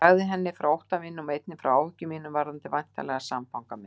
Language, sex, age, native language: Icelandic, female, 60-69, Icelandic